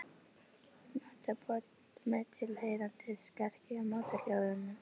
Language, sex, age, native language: Icelandic, female, 11, Icelandic